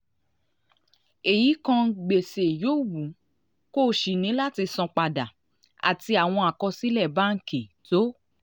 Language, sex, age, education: Yoruba, female, 30-45, tertiary